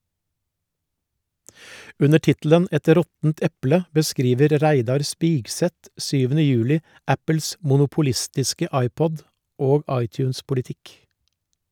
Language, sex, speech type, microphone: Norwegian, male, read, Shure